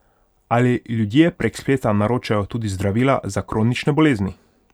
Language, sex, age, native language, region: Slovenian, male, 18-29, Hungarian, Pomurje region